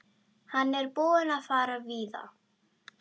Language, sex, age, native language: Icelandic, female, 12, Icelandic